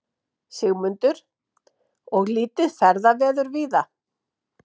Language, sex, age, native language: Icelandic, female, 50-59, Icelandic